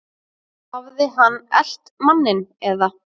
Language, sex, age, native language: Icelandic, female, 6, Icelandic